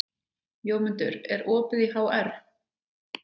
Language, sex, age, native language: Icelandic, female, 30-39, Icelandic